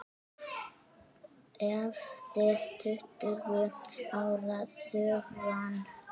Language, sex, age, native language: Icelandic, female, 6, Icelandic